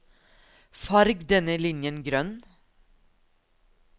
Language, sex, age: Norwegian, female, 42